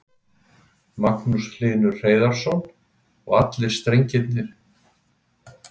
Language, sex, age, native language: Icelandic, male, 60-69, Icelandic